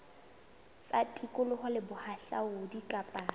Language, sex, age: Southern Sotho, female, 22